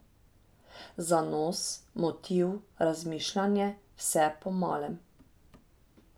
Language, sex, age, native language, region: Slovenian, female, 30-49, Slovenian, Drava region